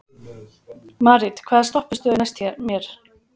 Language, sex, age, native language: Icelandic, female, 40-49, Icelandic